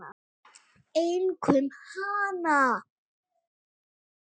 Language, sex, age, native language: Icelandic, female, 8, Icelandic